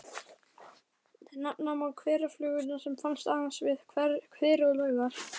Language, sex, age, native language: Icelandic, male, 11, Icelandic